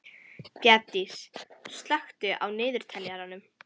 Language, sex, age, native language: Icelandic, female, 11, Icelandic